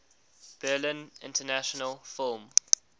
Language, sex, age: English, male, 19